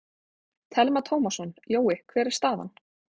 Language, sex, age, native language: Icelandic, female, 20-29, Icelandic